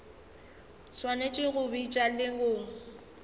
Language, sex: Northern Sotho, female